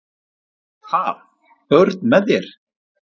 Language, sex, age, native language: Icelandic, male, 40-49, Icelandic